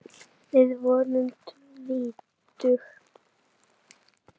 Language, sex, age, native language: Icelandic, female, 8, Icelandic